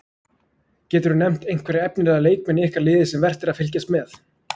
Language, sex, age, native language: Icelandic, male, 20-29, Icelandic